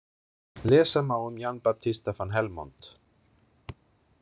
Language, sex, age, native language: Icelandic, male, 30-39, Icelandic